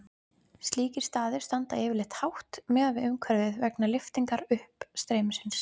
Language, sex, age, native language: Icelandic, female, 20-29, Icelandic